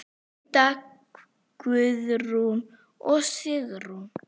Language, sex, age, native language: Icelandic, female, 9, Icelandic